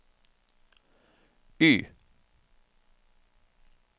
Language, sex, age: Norwegian, male, 31